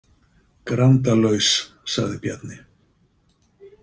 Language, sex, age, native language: Icelandic, male, 50-59, Icelandic